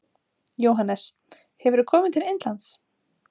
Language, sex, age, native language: Icelandic, female, 30-39, Icelandic